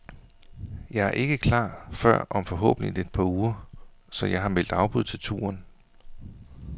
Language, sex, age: Danish, male, 41